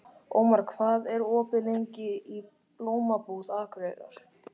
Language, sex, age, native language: Icelandic, male, 13, Icelandic